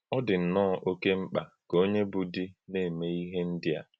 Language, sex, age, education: Igbo, male, 15-29, tertiary